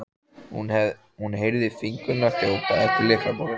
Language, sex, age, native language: Icelandic, male, 14, Icelandic